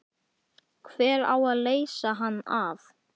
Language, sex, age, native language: Icelandic, male, 11, Icelandic